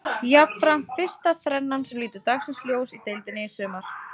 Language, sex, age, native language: Icelandic, female, 20-29, Icelandic